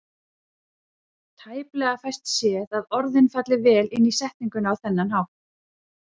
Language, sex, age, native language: Icelandic, female, 30-39, Icelandic